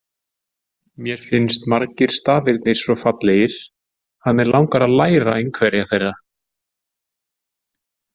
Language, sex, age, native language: Icelandic, male, 40-49, Icelandic